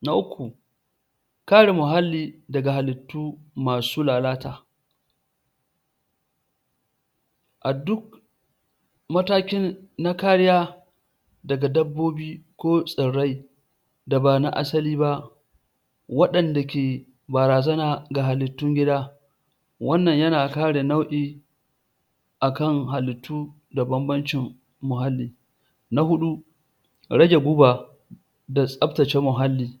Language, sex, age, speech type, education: Hausa, male, 46-60, spontaneous, tertiary